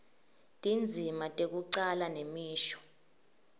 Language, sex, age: Swati, female, 18